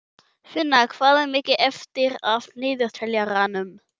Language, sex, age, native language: Icelandic, male, 11, German